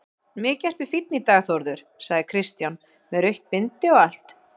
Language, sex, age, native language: Icelandic, female, 40-49, Icelandic